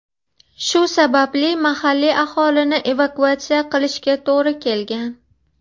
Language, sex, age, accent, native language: Uzbek, female, 30-39, Farg'ona, Uzbek